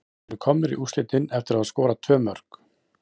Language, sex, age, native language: Icelandic, male, 40-49, Icelandic